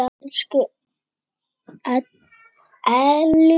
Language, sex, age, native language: Icelandic, female, 8, Icelandic